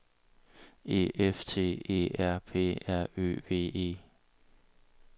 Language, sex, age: Danish, male, 22